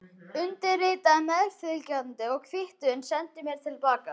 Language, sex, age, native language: Icelandic, other, 14, Icelandic